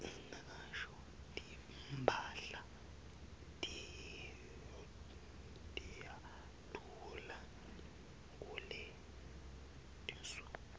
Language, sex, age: Swati, male, 23